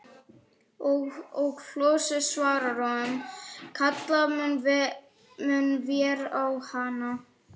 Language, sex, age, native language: Icelandic, female, 40-49, Icelandic